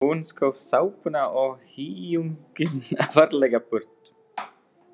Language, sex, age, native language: Icelandic, male, 30-39, Czech